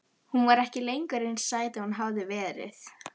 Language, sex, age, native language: Icelandic, female, 11, Icelandic